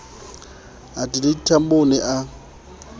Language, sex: Southern Sotho, male